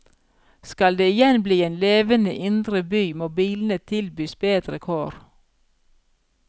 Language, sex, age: Norwegian, female, 42